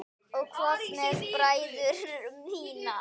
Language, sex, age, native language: Icelandic, male, 9, Icelandic